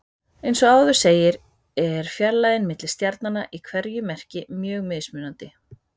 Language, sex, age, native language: Icelandic, female, 30-39, Icelandic